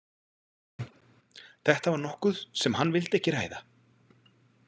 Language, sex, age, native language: Icelandic, male, 40-49, Icelandic